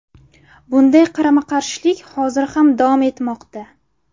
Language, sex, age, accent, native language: Uzbek, female, 18-24, Buxoro, Uzbek